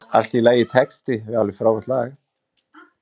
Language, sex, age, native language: Icelandic, male, 20-29, Icelandic